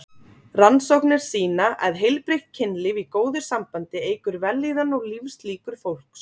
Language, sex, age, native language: Icelandic, female, 30-39, Icelandic